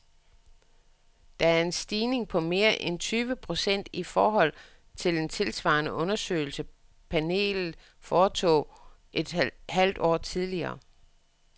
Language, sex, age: Danish, female, 61